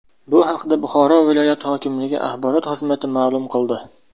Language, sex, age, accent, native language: Uzbek, male, 19-29, Namangan, Uzbek